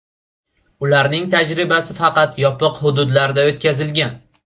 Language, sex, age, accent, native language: Uzbek, male, 18-24, Buxoro, Uzbek